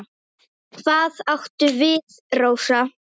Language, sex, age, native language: Icelandic, female, 10, Icelandic